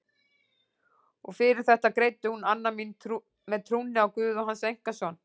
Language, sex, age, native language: Icelandic, female, 40-49, Icelandic